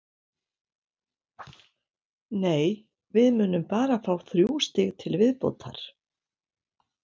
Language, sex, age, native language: Icelandic, female, 70-79, Icelandic